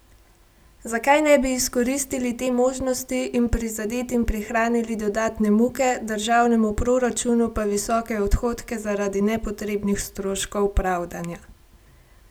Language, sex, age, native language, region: Slovenian, female, 18-29, Slovenian, Gorenjska region